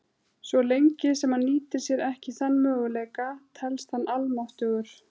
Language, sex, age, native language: Icelandic, female, 30-39, Icelandic